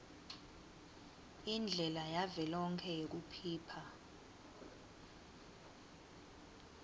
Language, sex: Swati, female